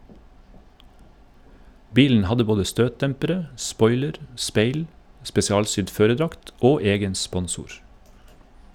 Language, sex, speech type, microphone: Norwegian, male, read, Shure